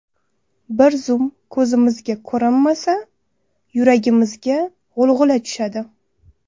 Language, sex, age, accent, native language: Uzbek, female, 19-29, Toshkent viloyati, Uzbek